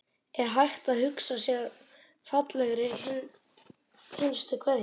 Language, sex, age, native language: Icelandic, male, 12, Icelandic